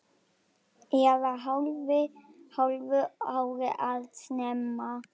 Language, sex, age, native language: Icelandic, female, 10, Icelandic